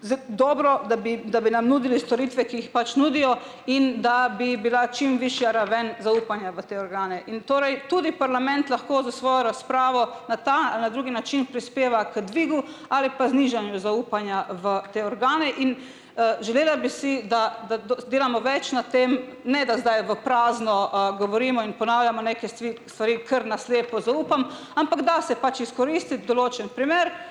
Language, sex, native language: Slovenian, female, Slovenian